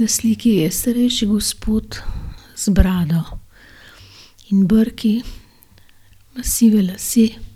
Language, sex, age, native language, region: Slovenian, female, 60+, Slovenian, Gorenjska region